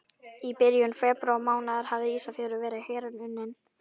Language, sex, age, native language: Icelandic, female, 11, Icelandic